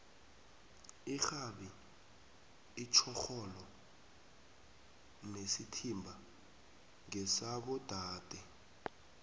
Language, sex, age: South Ndebele, male, 19